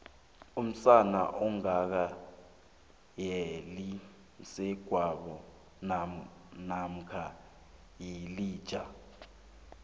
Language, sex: South Ndebele, male